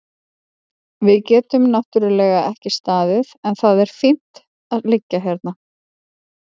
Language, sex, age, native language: Icelandic, female, 30-39, Icelandic